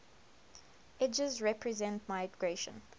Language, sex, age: English, female, 21